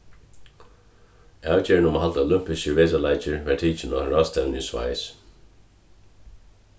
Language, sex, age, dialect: Faroese, male, 36-60, Suðurstreymoy